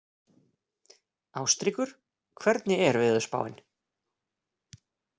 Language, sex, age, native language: Icelandic, male, 40-49, Icelandic